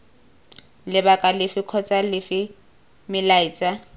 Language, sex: Tswana, female